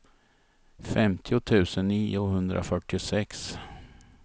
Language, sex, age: Swedish, male, 51